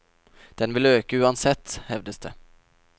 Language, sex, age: Norwegian, male, 27